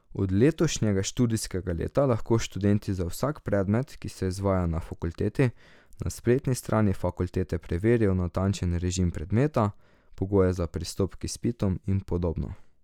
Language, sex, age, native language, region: Slovenian, male, 18-29, Slovenian, Drava region